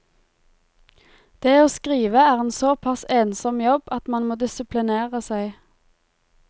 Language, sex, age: Norwegian, female, 23